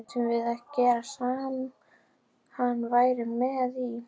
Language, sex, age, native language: Icelandic, female, 11, Icelandic